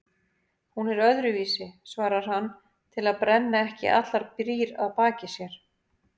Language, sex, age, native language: Icelandic, female, 50-59, Icelandic